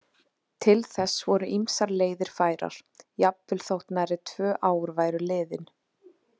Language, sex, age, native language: Icelandic, female, 20-29, Icelandic